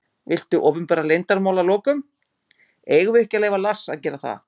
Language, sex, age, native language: Icelandic, female, 50-59, Icelandic